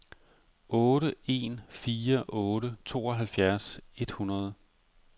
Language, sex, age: Danish, male, 45